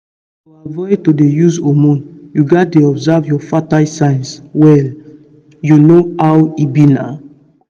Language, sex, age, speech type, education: Nigerian Pidgin, female, 15-29, spontaneous, tertiary